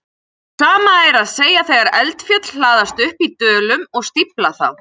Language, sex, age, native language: Icelandic, female, 40-49, Icelandic